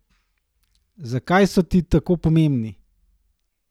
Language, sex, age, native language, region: Slovenian, male, 30-49, Slovenian, Gorenjska region